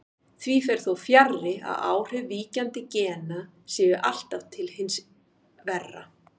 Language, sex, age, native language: Icelandic, female, 50-59, Icelandic